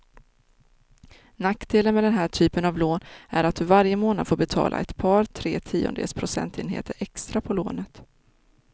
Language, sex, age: Swedish, female, 30